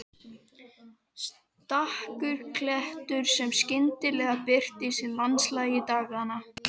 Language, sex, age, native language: Icelandic, other, 12, Icelandic